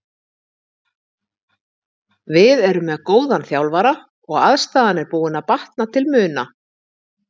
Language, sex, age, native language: Icelandic, female, 50-59, Icelandic